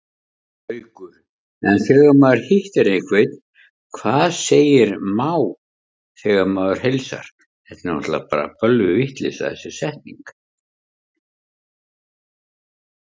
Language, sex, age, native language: Icelandic, male, 50-59, Icelandic